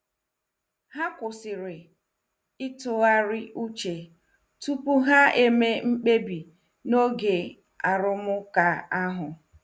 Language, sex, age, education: Igbo, female, 30-45, tertiary